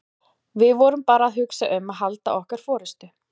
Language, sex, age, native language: Icelandic, female, 40-49, Icelandic